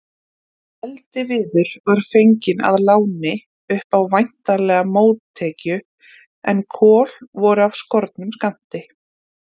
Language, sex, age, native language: Icelandic, female, 30-39, Icelandic